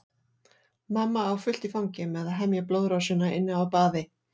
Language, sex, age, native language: Icelandic, female, 40-49, Icelandic